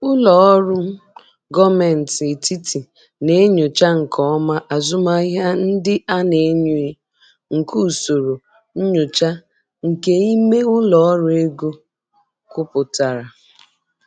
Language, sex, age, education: Igbo, female, 30-45, tertiary